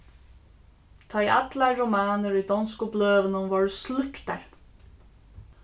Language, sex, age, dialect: Faroese, female, 15-35, Suðurstreymoy